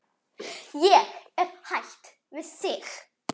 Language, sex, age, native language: Icelandic, female, 10, Icelandic